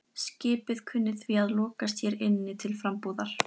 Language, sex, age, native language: Icelandic, female, 13, Icelandic